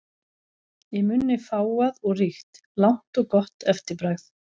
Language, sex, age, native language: Icelandic, female, 11, Icelandic